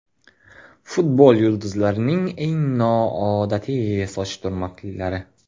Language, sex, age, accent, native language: Uzbek, male, 18-24, Qashqadaryo, Uzbek